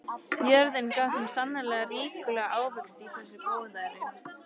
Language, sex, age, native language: Icelandic, female, 13, Icelandic